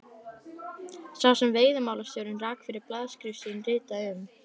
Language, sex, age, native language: Icelandic, female, 11, Icelandic